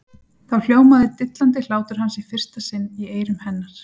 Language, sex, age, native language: Icelandic, female, 40-49, Icelandic